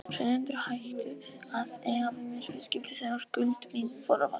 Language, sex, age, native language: Icelandic, female, 50-59, Icelandic